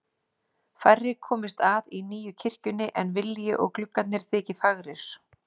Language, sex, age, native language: Icelandic, female, 40-49, Icelandic